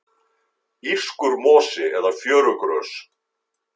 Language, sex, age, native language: Icelandic, male, 50-59, Icelandic